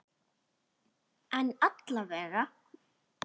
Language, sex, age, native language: Icelandic, female, 8, Icelandic